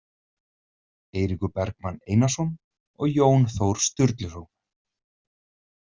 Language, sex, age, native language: Icelandic, male, 30-39, Icelandic